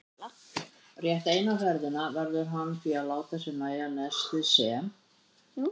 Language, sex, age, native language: Icelandic, female, 70-79, Icelandic